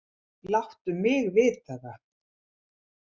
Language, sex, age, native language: Icelandic, female, 70-79, Icelandic